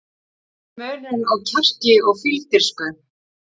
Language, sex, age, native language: Icelandic, female, 40-49, Icelandic